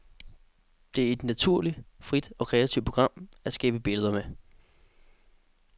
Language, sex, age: Danish, male, 18